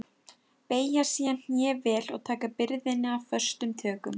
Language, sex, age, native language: Icelandic, female, 11, Icelandic